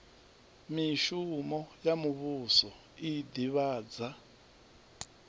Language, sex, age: Venda, male, 39